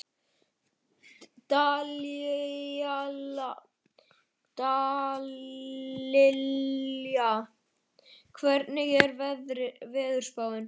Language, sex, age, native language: Icelandic, male, 11, Icelandic